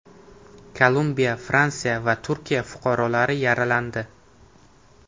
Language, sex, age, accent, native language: Uzbek, male, 18-24, Navoiy, Uzbek